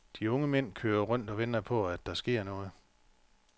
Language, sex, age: Danish, male, 45